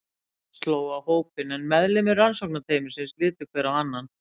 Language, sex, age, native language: Icelandic, female, 60-69, Icelandic